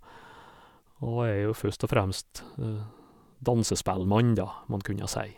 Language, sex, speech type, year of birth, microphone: Norwegian, male, spontaneous, 1956, Sennheiser